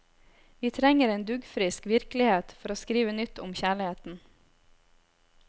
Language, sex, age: Norwegian, female, 26